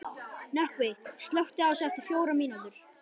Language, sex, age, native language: Icelandic, male, 11, Icelandic